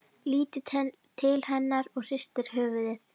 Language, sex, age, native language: Icelandic, female, 12, Icelandic